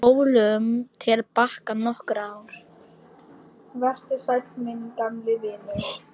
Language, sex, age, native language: Icelandic, female, 10, Polish